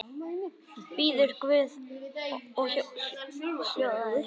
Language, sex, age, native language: Icelandic, male, 10, Icelandic